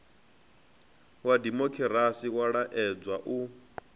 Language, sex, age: Venda, male, 25